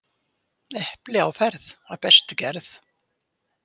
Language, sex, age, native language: Icelandic, female, 70-79, Icelandic